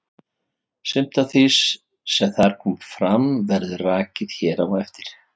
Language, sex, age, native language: Icelandic, male, 50-59, Icelandic